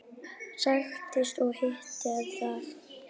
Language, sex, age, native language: Icelandic, female, 9, Icelandic